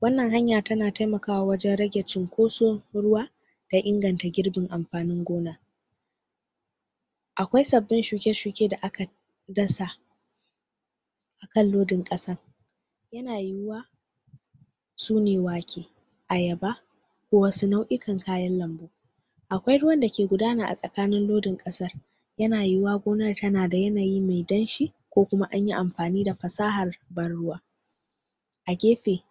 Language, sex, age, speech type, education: Hausa, female, 46-60, spontaneous, tertiary